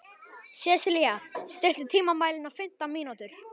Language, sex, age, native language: Icelandic, male, 11, Icelandic